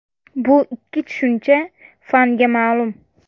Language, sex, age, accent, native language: Uzbek, female, 19-29, Namangan, Uzbek